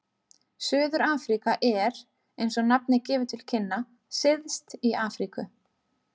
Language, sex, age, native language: Icelandic, female, 30-39, Icelandic